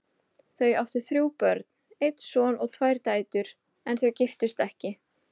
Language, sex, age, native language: Icelandic, female, 20-29, Icelandic